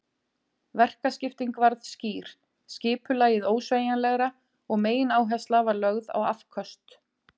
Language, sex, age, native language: Icelandic, female, 40-49, Icelandic